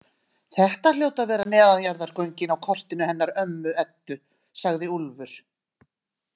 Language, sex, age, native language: Icelandic, female, 60-69, Icelandic